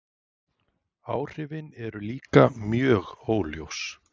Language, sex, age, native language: Icelandic, male, 40-49, Icelandic